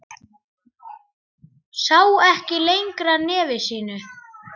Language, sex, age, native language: Icelandic, male, 10, Icelandic